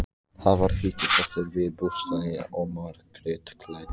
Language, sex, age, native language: Icelandic, female, 14, Icelandic